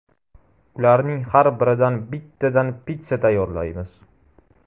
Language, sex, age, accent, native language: Uzbek, male, 12-17, Toshkent shahri, Uzbek